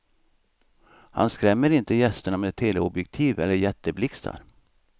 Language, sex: Swedish, male